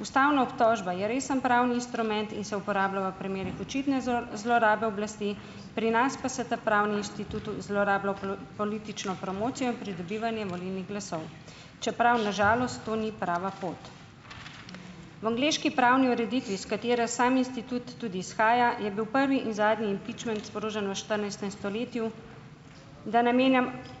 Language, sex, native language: Slovenian, female, Slovenian